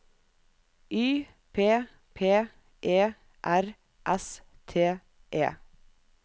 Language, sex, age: Norwegian, female, 37